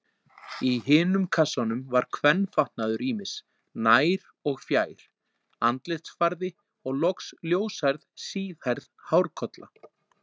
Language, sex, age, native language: Icelandic, male, 40-49, Icelandic